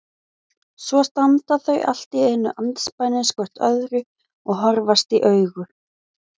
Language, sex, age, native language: Icelandic, female, 20-29, Icelandic